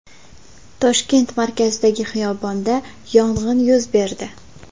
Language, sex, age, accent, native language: Uzbek, female, 18-24, Farg'ona, Uzbek